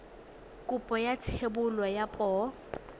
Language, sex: Tswana, female